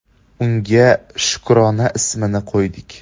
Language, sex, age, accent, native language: Uzbek, male, 18-24, Andijon, Uzbek